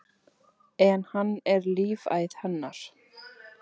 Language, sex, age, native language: Icelandic, female, 9, Icelandic